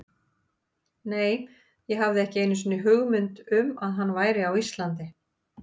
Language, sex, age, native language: Icelandic, female, 50-59, Icelandic